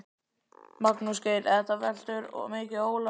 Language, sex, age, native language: Icelandic, male, 12, Icelandic